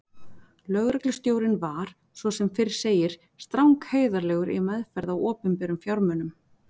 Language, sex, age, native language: Icelandic, female, 40-49, Icelandic